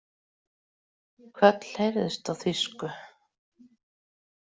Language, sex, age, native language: Icelandic, female, 40-49, Icelandic